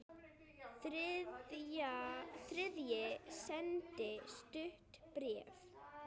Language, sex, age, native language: Icelandic, female, 8, Icelandic